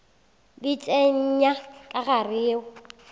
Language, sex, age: Northern Sotho, female, 19